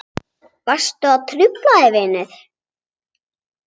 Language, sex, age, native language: Icelandic, female, 8, Icelandic